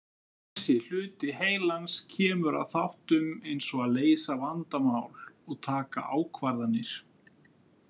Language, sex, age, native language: Icelandic, male, 50-59, Icelandic